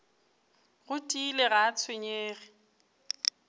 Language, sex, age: Northern Sotho, female, 29